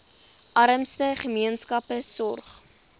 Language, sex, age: Afrikaans, female, 20